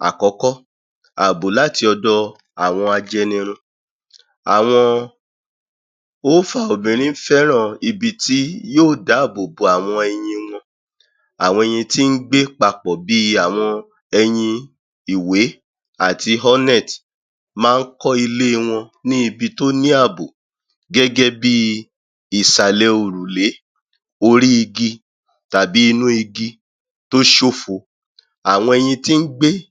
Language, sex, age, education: Yoruba, male, 30-45, tertiary